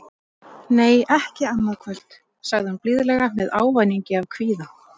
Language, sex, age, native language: Icelandic, female, 30-39, Icelandic